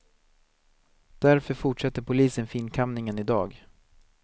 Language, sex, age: Swedish, male, 19